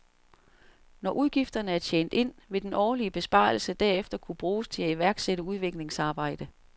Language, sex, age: Danish, female, 47